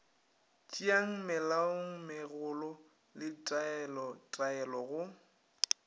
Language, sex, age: Northern Sotho, male, 21